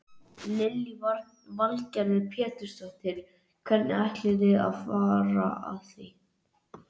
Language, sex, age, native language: Icelandic, male, 11, Icelandic